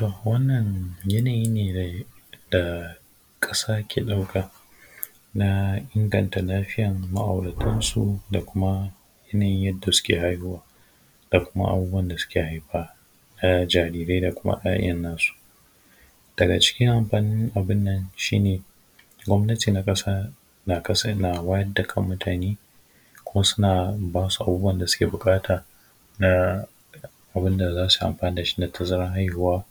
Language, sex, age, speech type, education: Hausa, male, 15-29, spontaneous, secondary